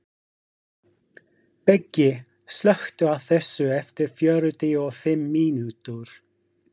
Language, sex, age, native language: Icelandic, male, 50-59, English